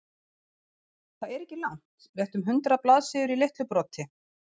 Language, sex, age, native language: Icelandic, female, 40-49, Icelandic